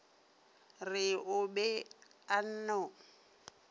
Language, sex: Northern Sotho, female